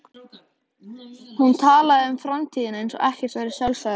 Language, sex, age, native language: Icelandic, male, 13, Icelandic